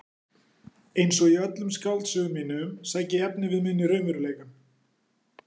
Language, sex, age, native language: Icelandic, male, 40-49, Icelandic